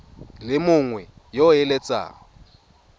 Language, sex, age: Tswana, male, 22